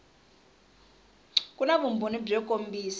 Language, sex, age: Tsonga, female, 20